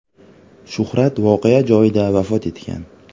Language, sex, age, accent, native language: Uzbek, male, 18-24, Farg'ona, Uzbek